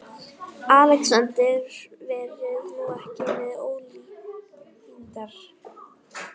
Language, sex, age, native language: Icelandic, female, 11, Icelandic